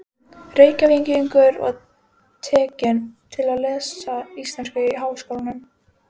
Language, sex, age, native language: Icelandic, female, 12, Icelandic